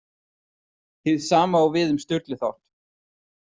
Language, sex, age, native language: Icelandic, male, 30-39, Icelandic